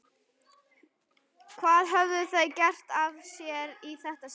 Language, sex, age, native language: Icelandic, female, 11, Icelandic